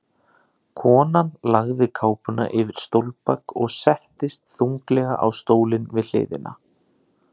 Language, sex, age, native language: Icelandic, male, 30-39, Icelandic